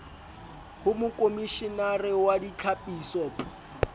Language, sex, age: Southern Sotho, male, 20